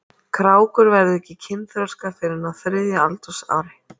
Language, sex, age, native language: Icelandic, female, 30-39, Icelandic